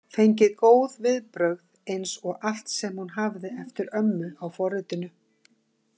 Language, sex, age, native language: Icelandic, female, 50-59, Icelandic